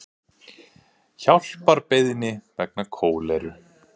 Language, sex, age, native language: Icelandic, male, 40-49, Icelandic